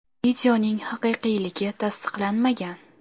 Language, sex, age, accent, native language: Uzbek, female, under 19, Toshkent shahri, Uzbek